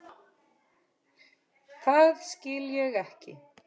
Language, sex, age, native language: Icelandic, male, 10, Icelandic